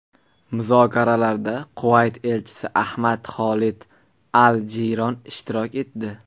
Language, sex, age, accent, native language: Uzbek, male, 19-29, Qashqadaryo, Uzbek